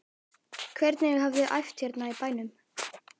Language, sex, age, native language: Icelandic, male, 11, Icelandic